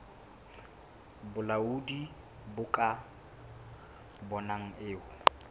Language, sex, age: Southern Sotho, male, 22